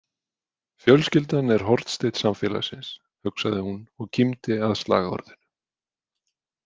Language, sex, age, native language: Icelandic, male, 20-29, Icelandic